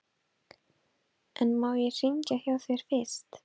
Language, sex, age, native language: Icelandic, female, 12, Icelandic